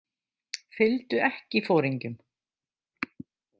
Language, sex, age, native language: Icelandic, female, 50-59, Icelandic